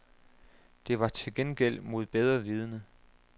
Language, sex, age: Danish, male, 27